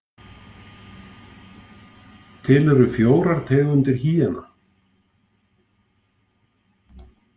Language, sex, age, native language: Icelandic, male, 50-59, Icelandic